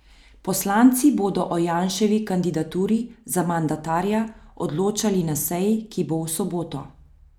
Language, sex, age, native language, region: Slovenian, female, 30-49, Slovenian, Central Slovenia